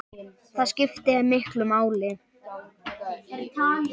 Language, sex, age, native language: Icelandic, male, 10, Icelandic